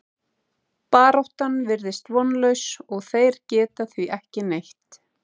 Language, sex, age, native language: Icelandic, female, 30-39, Icelandic